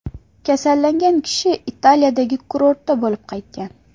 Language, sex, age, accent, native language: Uzbek, female, 18-24, Farg'ona, Uzbek